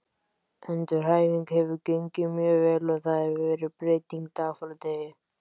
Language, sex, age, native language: Icelandic, female, 18-19, Icelandic